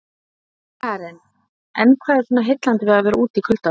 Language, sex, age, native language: Icelandic, female, 30-39, Icelandic